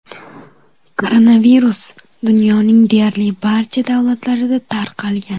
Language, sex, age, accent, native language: Uzbek, female, 18-24, Namangan, Uzbek